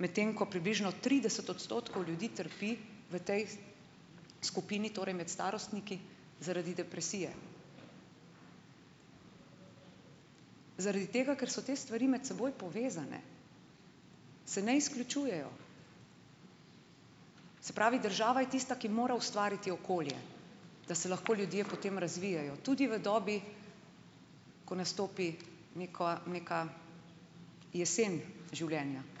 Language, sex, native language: Slovenian, female, Slovenian